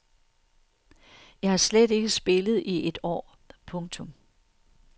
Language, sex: Danish, female